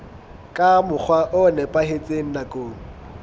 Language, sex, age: Southern Sotho, male, 22